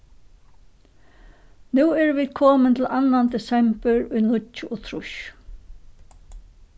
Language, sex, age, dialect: Faroese, female, 61+, Suðurstreymoy